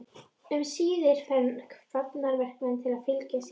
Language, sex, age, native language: Icelandic, female, 13, Icelandic